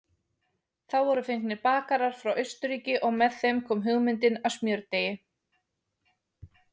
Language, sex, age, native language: Icelandic, female, 20-29, Icelandic